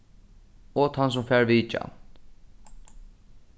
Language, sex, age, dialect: Faroese, male, 15-35, Suðurstreymoy